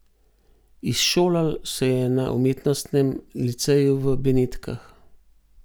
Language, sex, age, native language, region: Slovenian, male, 50-59, Slovenian, Gorenjska region